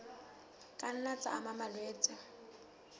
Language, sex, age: Southern Sotho, female, 19